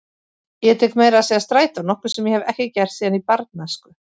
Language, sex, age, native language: Icelandic, female, 40-49, Icelandic